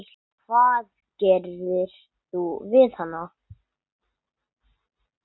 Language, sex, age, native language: Icelandic, male, 9, English